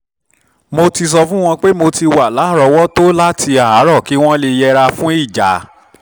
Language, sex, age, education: Yoruba, male, 30-45, tertiary